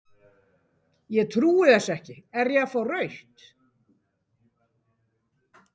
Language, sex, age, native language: Icelandic, female, 18-19, Icelandic